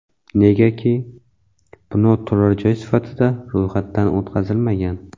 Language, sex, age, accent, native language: Uzbek, male, 18-24, Samarqand, Uzbek